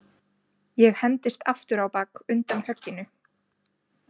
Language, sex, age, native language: Icelandic, female, 20-29, Icelandic